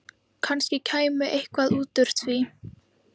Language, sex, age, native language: Icelandic, female, 11, Icelandic